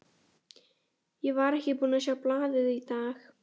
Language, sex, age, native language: Icelandic, female, 11, Icelandic